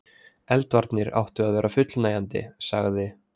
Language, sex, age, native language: Icelandic, male, 20-29, Icelandic